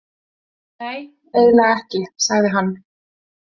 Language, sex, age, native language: Icelandic, female, 20-29, Icelandic